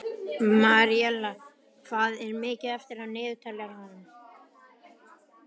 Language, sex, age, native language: Icelandic, male, 11, Icelandic